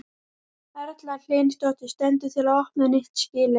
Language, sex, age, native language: Icelandic, female, 12, Icelandic